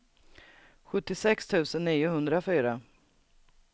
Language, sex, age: Swedish, female, 39